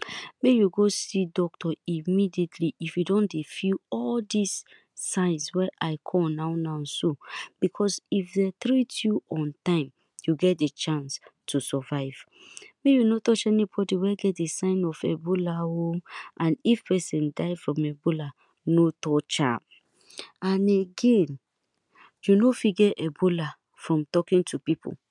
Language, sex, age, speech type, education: Nigerian Pidgin, female, 30-45, spontaneous, tertiary